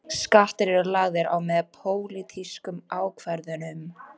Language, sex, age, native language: Icelandic, female, 18-19, Icelandic